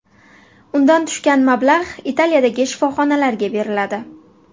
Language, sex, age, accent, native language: Uzbek, female, 18-24, Buxoro, Uzbek